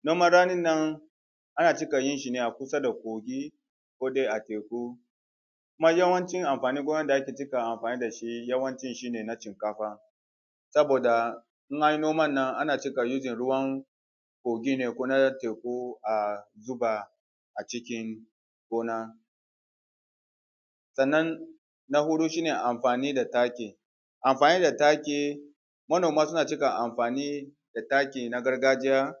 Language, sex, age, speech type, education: Hausa, male, 30-45, spontaneous, tertiary